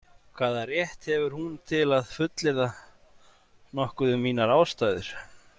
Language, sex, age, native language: Icelandic, male, 40-49, Icelandic